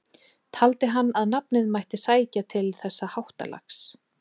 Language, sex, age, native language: Icelandic, female, 30-39, Icelandic